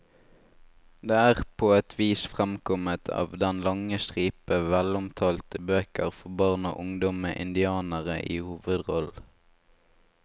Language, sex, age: Norwegian, male, 18